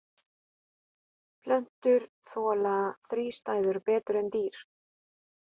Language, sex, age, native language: Icelandic, female, 40-49, Polish